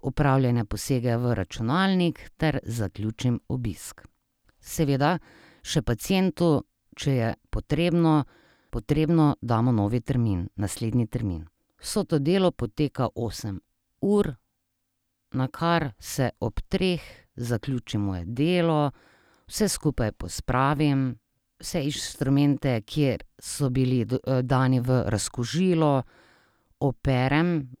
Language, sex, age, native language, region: Slovenian, female, 30-49, Slovenian, Drava region